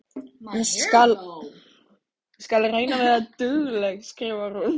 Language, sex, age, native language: Icelandic, female, 15, Icelandic